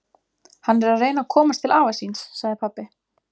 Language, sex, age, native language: Icelandic, female, 20-29, Icelandic